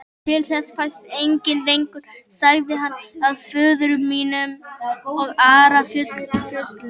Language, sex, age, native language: Icelandic, male, 18-19, Icelandic